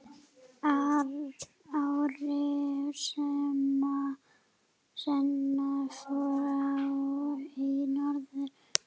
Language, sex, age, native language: Icelandic, female, 8, Icelandic